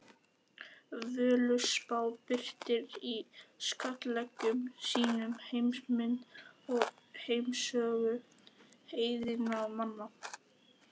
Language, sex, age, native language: Icelandic, male, 11, Icelandic